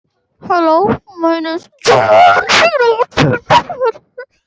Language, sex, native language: Icelandic, other, Icelandic